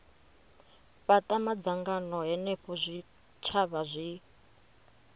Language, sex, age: Venda, female, 30